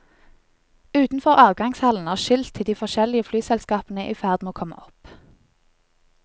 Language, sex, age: Norwegian, female, 20